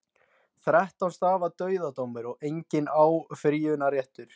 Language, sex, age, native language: Icelandic, male, 20-29, Icelandic